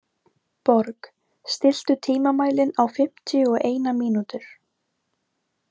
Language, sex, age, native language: Icelandic, female, 18-19, Icelandic